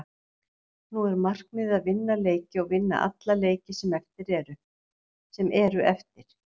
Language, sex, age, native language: Icelandic, female, 60-69, Icelandic